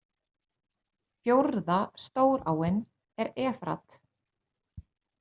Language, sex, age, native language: Icelandic, female, 30-39, Icelandic